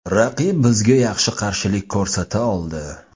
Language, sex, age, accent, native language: Uzbek, male, 25-34, Toshkent shahri, Uzbek